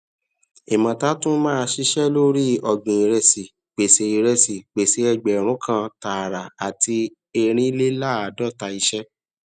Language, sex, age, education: Yoruba, male, 30-45, tertiary